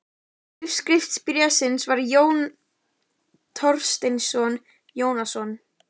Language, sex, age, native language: Icelandic, female, 12, Icelandic